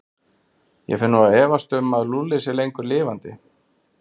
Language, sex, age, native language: Icelandic, male, 40-49, Icelandic